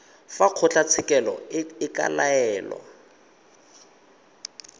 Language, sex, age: Tswana, male, 22